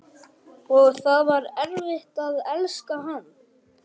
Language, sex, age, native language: Icelandic, male, 11, Icelandic